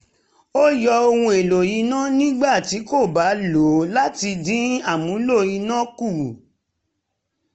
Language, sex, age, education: Yoruba, female, 30-45, tertiary